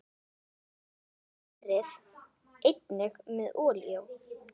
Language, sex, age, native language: Icelandic, female, 10, Icelandic